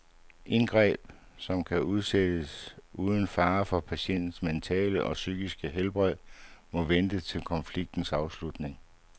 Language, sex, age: Danish, male, 59